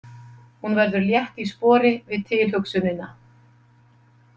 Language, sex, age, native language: Icelandic, female, 50-59, Icelandic